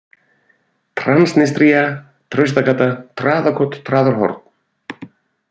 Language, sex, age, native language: Icelandic, male, 40-49, Icelandic